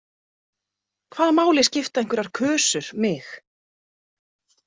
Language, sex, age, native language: Icelandic, female, 40-49, Icelandic